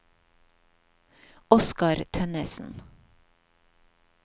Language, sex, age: Norwegian, female, 50